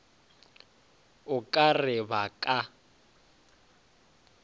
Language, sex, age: Northern Sotho, male, 20